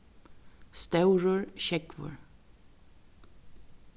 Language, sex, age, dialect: Faroese, female, 36-60, Vágar